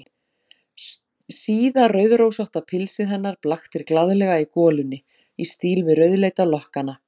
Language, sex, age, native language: Icelandic, female, 40-49, Icelandic